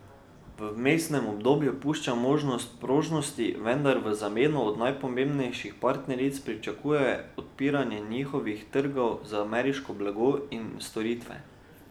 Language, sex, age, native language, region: Slovenian, male, 12-17, Slovenian, Drava region